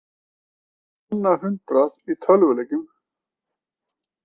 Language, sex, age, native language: Icelandic, male, 40-49, Icelandic